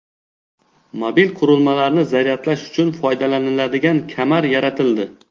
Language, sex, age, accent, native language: Uzbek, male, 18-24, Xorazm, Uzbek